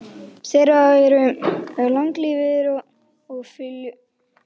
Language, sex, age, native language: Icelandic, male, 9, Icelandic